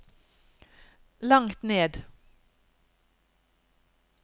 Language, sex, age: Norwegian, female, 50